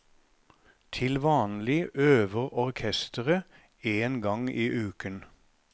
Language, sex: Norwegian, male